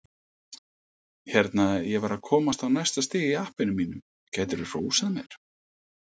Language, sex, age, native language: Icelandic, male, 50-59, Icelandic